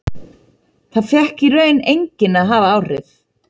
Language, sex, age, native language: Icelandic, female, 30-39, Icelandic